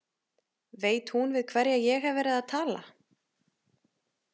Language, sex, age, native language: Icelandic, female, 30-39, Icelandic